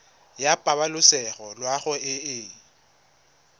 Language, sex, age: Tswana, male, 20